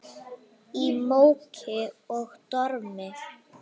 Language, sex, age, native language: Icelandic, female, 9, Icelandic